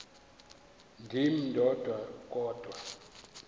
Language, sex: Xhosa, male